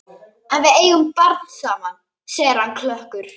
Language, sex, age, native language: Icelandic, male, 11, Icelandic